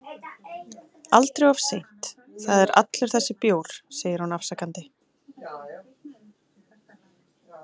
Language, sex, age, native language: Icelandic, female, 30-39, Icelandic